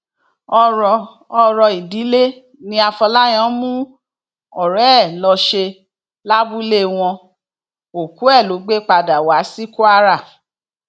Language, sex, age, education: Yoruba, female, 46-60, tertiary